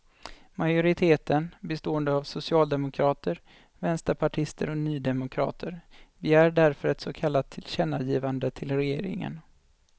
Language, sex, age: Swedish, male, 25